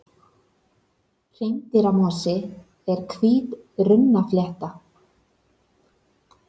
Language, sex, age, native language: Icelandic, female, 30-39, Icelandic